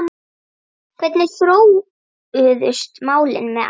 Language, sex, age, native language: Icelandic, female, 9, Icelandic